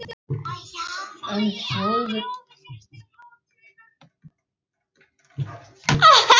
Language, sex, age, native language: Icelandic, other, 11, Icelandic